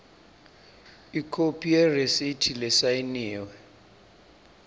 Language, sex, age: Swati, male, 26